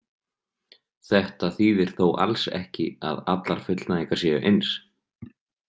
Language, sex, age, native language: Icelandic, male, 30-39, Icelandic